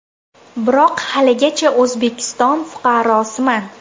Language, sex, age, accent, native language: Uzbek, female, under 19, Toshkent shahri, Uzbek